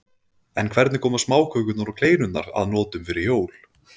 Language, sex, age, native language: Icelandic, male, 20-29, Icelandic